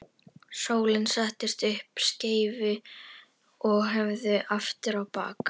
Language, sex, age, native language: Icelandic, female, 11, Icelandic